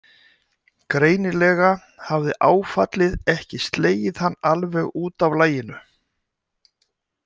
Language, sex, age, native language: Icelandic, male, 60-69, Icelandic